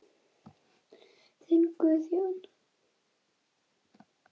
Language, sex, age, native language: Icelandic, female, 8, Icelandic